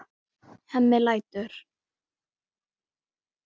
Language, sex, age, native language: Icelandic, female, 9, Icelandic